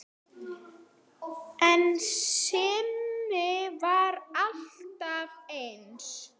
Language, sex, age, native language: Icelandic, female, 8, Icelandic